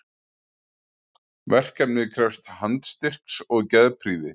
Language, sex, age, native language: Icelandic, male, 40-49, Icelandic